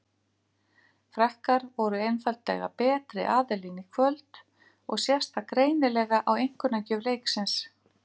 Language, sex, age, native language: Icelandic, female, 50-59, Icelandic